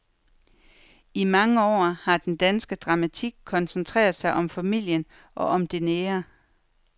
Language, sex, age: Danish, female, 43